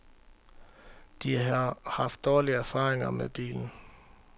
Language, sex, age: Danish, male, 31